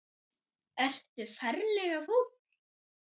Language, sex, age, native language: Icelandic, male, 9, Icelandic